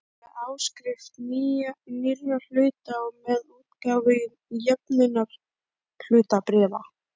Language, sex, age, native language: Icelandic, female, 11, Icelandic